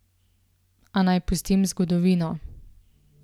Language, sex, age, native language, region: Slovenian, female, 18-29, Slovenian, Central Slovenia